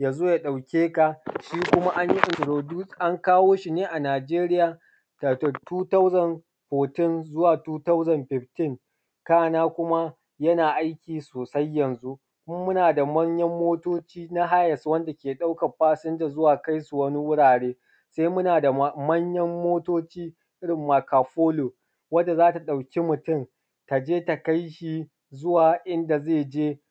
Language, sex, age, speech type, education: Hausa, male, 30-45, spontaneous, tertiary